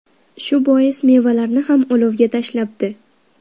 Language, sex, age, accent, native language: Uzbek, female, 12-17, Farg'ona, Uzbek